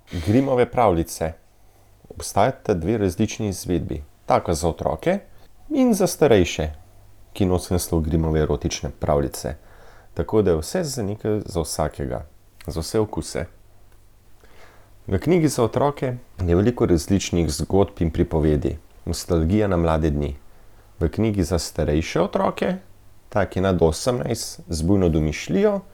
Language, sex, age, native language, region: Slovenian, male, 30-49, Slovenian, Central Slovenia